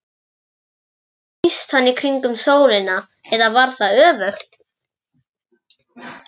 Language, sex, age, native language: Icelandic, male, 11, Icelandic